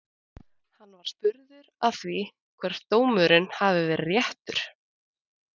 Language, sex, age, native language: Icelandic, female, 20-29, Icelandic